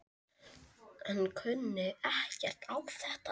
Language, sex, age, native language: Icelandic, male, 7, Icelandic